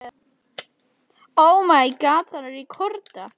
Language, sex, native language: Icelandic, female, Icelandic